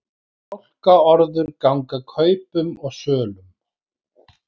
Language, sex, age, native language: Icelandic, male, 40-49, Icelandic